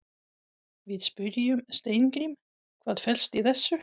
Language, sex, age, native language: Icelandic, female, 40-49, Swedish